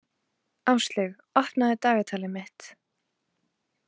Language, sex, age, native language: Icelandic, female, 20-29, Icelandic